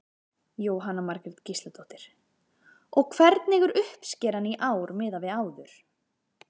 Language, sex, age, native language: Icelandic, female, 30-39, Icelandic